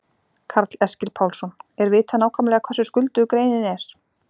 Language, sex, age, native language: Icelandic, female, 40-49, Icelandic